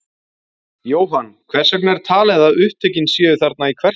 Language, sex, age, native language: Icelandic, male, 40-49, Icelandic